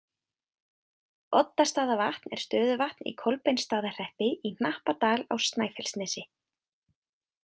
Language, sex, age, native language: Icelandic, female, 20-29, Icelandic